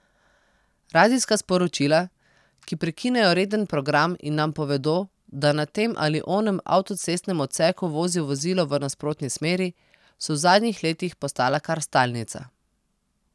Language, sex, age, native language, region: Slovenian, female, 30-49, Slovenian, Posavska region